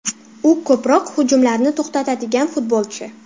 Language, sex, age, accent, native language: Uzbek, female, under 19, Farg'ona, Uzbek